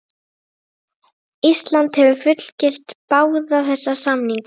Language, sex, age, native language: Icelandic, female, 30-39, Icelandic